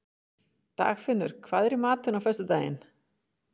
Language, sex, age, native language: Icelandic, female, 50-59, Icelandic